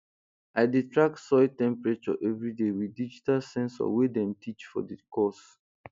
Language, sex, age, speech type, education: Nigerian Pidgin, male, 15-29, spontaneous, tertiary